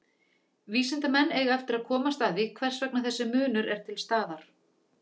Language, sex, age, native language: Icelandic, female, 40-49, Icelandic